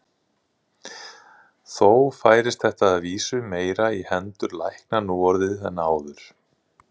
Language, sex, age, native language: Icelandic, male, 30-39, Icelandic